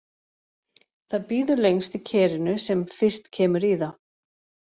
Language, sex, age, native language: Icelandic, other, 40-49, Icelandic